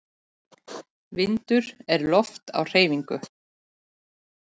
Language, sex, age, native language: Icelandic, female, 40-49, Icelandic